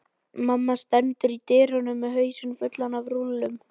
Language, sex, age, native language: Icelandic, male, 11, Icelandic